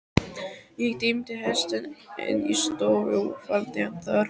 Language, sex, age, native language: Icelandic, male, 12, Icelandic